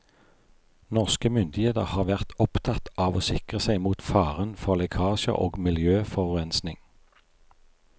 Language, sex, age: Norwegian, male, 43